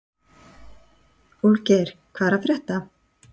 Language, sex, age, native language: Icelandic, female, 60-69, Icelandic